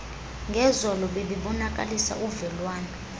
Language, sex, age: Xhosa, female, 22